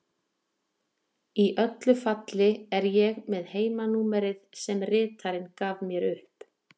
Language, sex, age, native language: Icelandic, female, 40-49, Icelandic